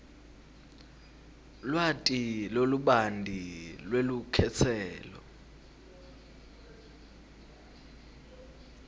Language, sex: Swati, male